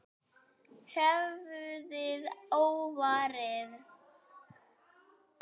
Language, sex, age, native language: Icelandic, female, 8, Icelandic